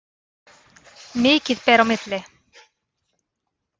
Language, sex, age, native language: Icelandic, female, 30-39, Icelandic